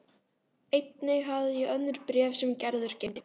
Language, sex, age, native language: Icelandic, female, 12, Icelandic